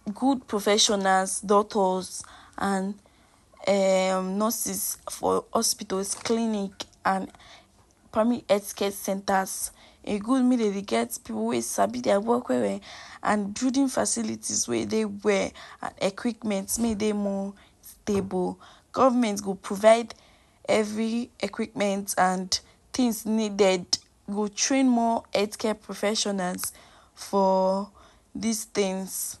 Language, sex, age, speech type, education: Nigerian Pidgin, female, 46-60, spontaneous, tertiary